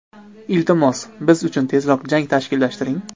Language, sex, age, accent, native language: Uzbek, male, 25-34, Andijon, Uzbek